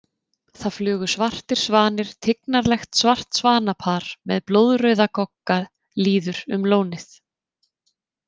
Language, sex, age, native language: Icelandic, female, 30-39, Icelandic